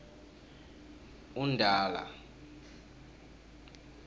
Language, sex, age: South Ndebele, male, 23